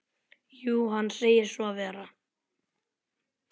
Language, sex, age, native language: Icelandic, male, 10, Icelandic